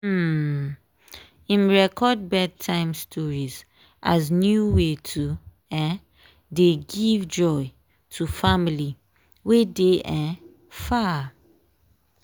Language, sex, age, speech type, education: Nigerian Pidgin, female, 15-29, spontaneous, tertiary